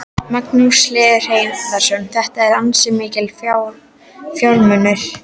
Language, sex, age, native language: Icelandic, female, 12, Icelandic